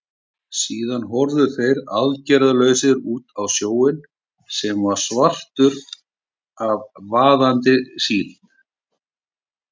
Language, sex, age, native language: Icelandic, male, 40-49, Icelandic